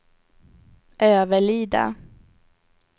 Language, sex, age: Swedish, female, 18